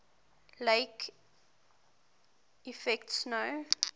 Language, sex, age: English, female, 18